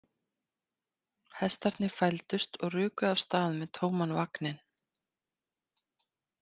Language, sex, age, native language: Icelandic, female, 50-59, Icelandic